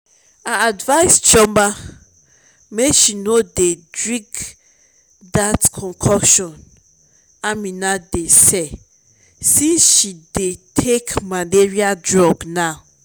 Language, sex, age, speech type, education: Nigerian Pidgin, female, 30-45, spontaneous, tertiary